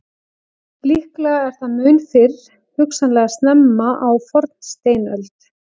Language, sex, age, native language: Icelandic, female, 40-49, Icelandic